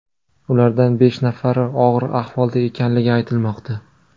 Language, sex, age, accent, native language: Uzbek, male, 25-34, Namangan, Uzbek